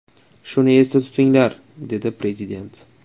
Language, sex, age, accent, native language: Uzbek, male, 25-34, Toshkent shahri, Uzbek